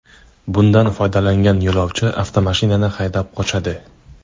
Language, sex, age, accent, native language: Uzbek, male, 25-34, Andijon, Uzbek